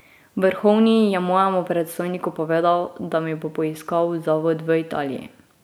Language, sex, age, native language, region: Slovenian, female, 18-29, Slovenian, Drava region